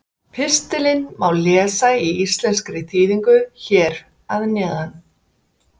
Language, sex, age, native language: Icelandic, female, 50-59, Icelandic